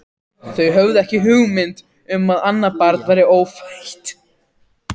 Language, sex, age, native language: Icelandic, other, 14, Icelandic